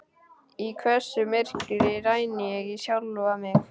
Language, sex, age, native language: Icelandic, male, 12, Icelandic